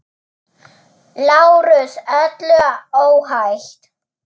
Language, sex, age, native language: Icelandic, female, 7, German